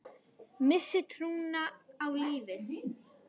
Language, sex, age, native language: Icelandic, female, 10, Icelandic